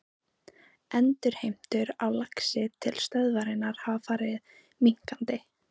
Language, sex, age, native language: Icelandic, female, 15, Icelandic